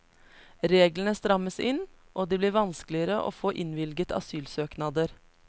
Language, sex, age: Norwegian, female, 33